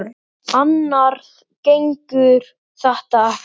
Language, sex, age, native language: Icelandic, male, 10, Icelandic